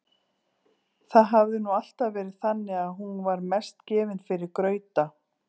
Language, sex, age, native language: Icelandic, female, 40-49, Icelandic